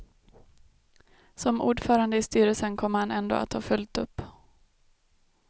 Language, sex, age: Swedish, female, 32